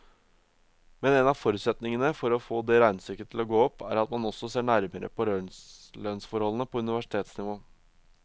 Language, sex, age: Norwegian, male, 22